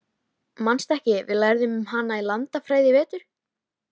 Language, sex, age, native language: Icelandic, female, 13, Icelandic